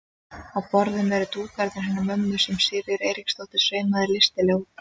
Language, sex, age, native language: Icelandic, female, 30-39, Icelandic